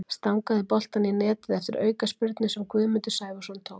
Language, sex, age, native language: Icelandic, female, 40-49, Icelandic